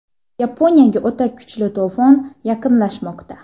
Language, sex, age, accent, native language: Uzbek, female, 18-24, Xorazm, Uzbek